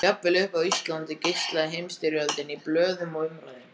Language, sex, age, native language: Icelandic, other, 14, Icelandic